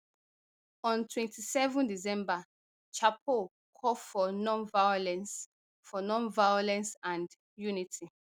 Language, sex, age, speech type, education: Nigerian Pidgin, female, 30-45, spontaneous, tertiary